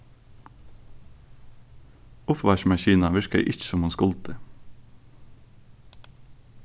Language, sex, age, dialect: Faroese, male, 15-35, Suðurstreymoy